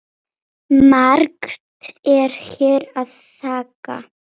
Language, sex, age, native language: Icelandic, female, 8, Polish